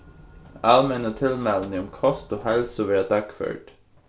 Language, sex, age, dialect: Faroese, male, 15-35, Suðurstreymoy